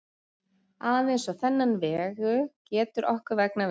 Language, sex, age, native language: Icelandic, female, 40-49, Icelandic